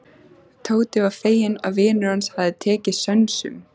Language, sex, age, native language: Icelandic, female, 14, Icelandic